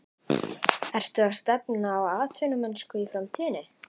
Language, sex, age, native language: Icelandic, male, 11, Icelandic